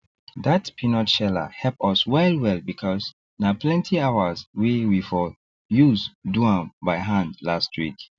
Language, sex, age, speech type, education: Nigerian Pidgin, male, 30-45, spontaneous, tertiary